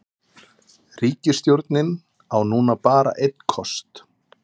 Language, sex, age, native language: Icelandic, male, 30-39, Icelandic